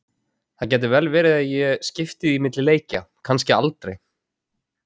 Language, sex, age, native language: Icelandic, male, 20-29, Icelandic